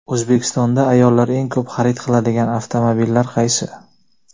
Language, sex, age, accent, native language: Uzbek, male, 25-34, Jizzax, Uzbek